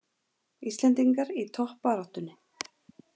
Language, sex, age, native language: Icelandic, female, 40-49, Icelandic